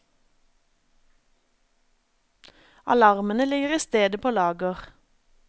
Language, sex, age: Norwegian, female, 27